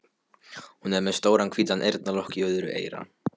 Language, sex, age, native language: Icelandic, male, 12, Polish